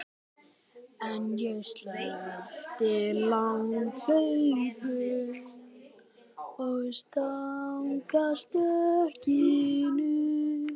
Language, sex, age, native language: Icelandic, male, 12, Icelandic